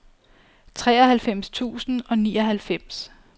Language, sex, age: Danish, female, 34